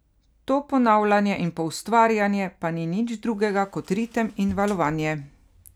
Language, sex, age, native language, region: Slovenian, female, 50-59, Slovenian, Carinthia region